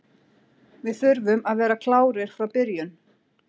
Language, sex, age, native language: Icelandic, female, 40-49, Icelandic